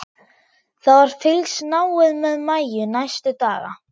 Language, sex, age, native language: Icelandic, female, 11, German